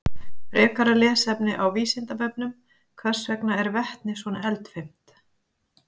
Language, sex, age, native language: Icelandic, female, 50-59, Icelandic